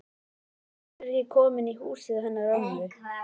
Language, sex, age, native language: Icelandic, male, 11, Icelandic